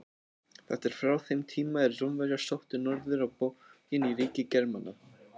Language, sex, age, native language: Icelandic, other, 18-19, Icelandic